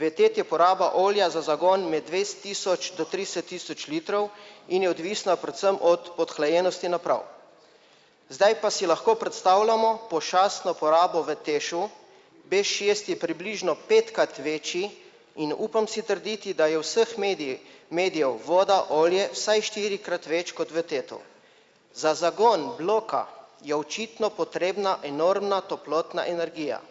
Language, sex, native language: Slovenian, male, Slovenian